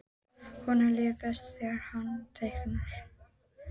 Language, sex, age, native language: Icelandic, female, 12, Icelandic